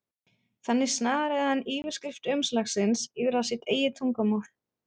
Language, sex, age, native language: Icelandic, female, 30-39, German